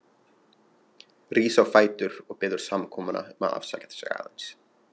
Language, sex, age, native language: Icelandic, male, 20-29, Icelandic